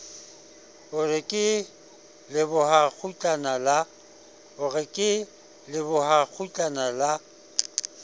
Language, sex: Southern Sotho, male